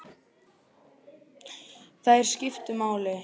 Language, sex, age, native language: Icelandic, male, 8, Icelandic